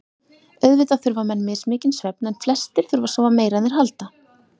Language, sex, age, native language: Icelandic, female, 30-39, Icelandic